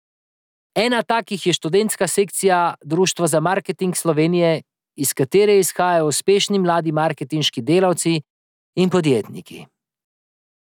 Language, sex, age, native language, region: Slovenian, male, 30-49, Slovenian, Drava region